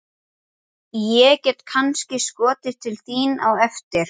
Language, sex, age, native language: Icelandic, male, 11, Icelandic